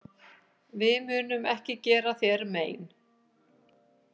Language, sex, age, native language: Icelandic, female, 50-59, Icelandic